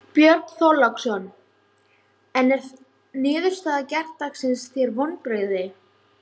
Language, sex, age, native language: Icelandic, female, 16, Icelandic